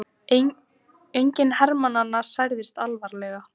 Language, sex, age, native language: Icelandic, female, 18-19, Icelandic